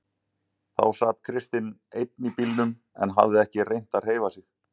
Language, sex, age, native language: Icelandic, male, 40-49, Icelandic